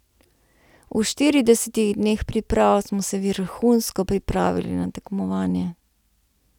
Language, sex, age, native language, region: Slovenian, female, 30-49, Slovenian, Central Slovenia